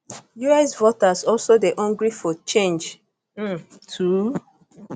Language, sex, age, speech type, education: Nigerian Pidgin, female, 15-29, spontaneous, tertiary